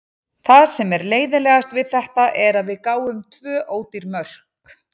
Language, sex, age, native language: Icelandic, female, 40-49, Icelandic